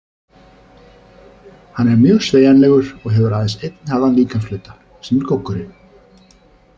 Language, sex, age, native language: Icelandic, male, 30-39, Icelandic